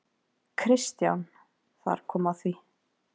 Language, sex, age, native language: Icelandic, female, 20-29, Icelandic